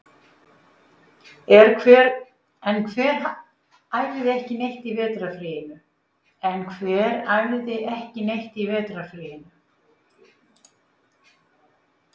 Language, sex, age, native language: Icelandic, female, 50-59, Icelandic